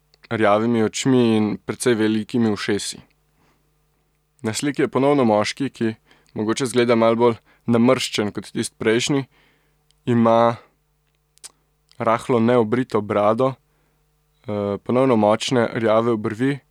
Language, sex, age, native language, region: Slovenian, male, 18-29, Slovenian, Central Slovenia